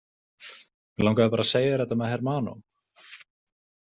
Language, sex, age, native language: Icelandic, male, 20-29, Icelandic